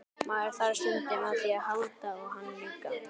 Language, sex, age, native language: Icelandic, male, 12, Icelandic